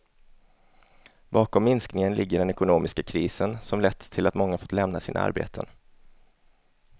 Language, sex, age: Swedish, male, 27